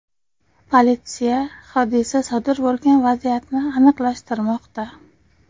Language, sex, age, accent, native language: Uzbek, female, 25-34, Qashqadaryo, Uzbek